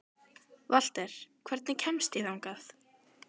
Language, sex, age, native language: Icelandic, female, 12, Icelandic